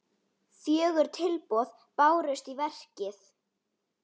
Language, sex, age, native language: Icelandic, female, 9, Icelandic